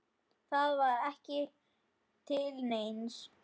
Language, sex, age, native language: Icelandic, male, 10, Icelandic